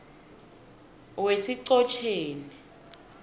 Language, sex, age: South Ndebele, female, 19